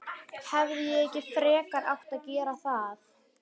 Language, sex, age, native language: Icelandic, female, 11, Icelandic